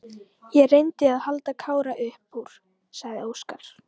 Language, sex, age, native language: Icelandic, female, 12, Icelandic